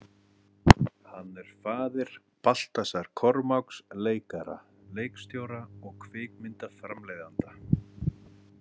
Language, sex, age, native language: Icelandic, male, 30-39, Icelandic